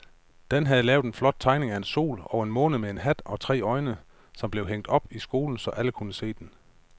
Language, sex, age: Danish, male, 35